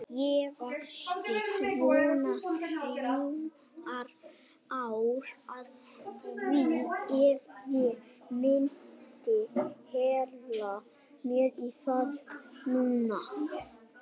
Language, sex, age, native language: Icelandic, male, 18-19, Icelandic